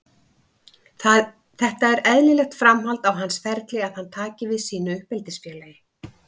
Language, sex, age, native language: Icelandic, female, 50-59, Icelandic